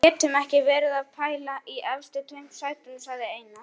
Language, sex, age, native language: Icelandic, male, 18-19, Icelandic